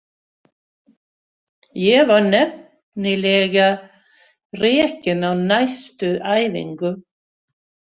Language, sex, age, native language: Icelandic, female, 60-69, Swedish